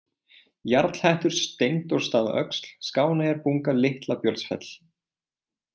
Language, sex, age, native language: Icelandic, male, 20-29, Icelandic